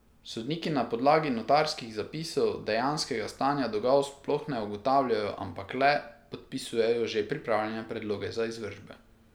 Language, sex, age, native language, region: Slovenian, male, 18-29, Slovenian, Pomurje region